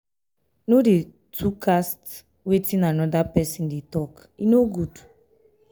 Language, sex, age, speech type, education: Nigerian Pidgin, female, 15-29, spontaneous, tertiary